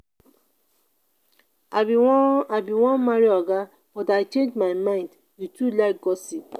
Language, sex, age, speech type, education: Nigerian Pidgin, female, 30-45, spontaneous, tertiary